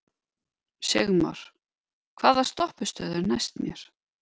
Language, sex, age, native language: Icelandic, female, 50-59, Icelandic